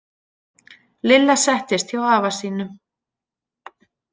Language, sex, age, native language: Icelandic, female, 40-49, Icelandic